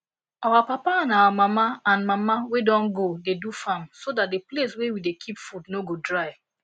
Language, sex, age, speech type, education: Nigerian Pidgin, female, 15-29, spontaneous, tertiary